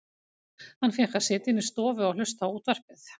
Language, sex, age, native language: Icelandic, female, 50-59, Icelandic